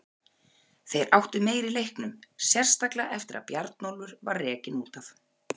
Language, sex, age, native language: Icelandic, female, 40-49, Icelandic